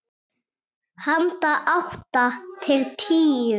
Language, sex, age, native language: Icelandic, male, 7, Icelandic